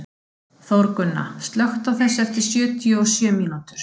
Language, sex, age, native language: Icelandic, female, 50-59, Icelandic